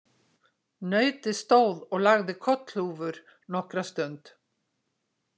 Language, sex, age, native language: Icelandic, female, 60-69, Icelandic